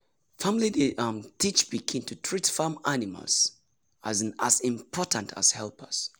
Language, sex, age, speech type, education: Nigerian Pidgin, male, 30-45, spontaneous, tertiary